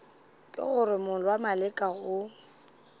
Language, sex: Northern Sotho, female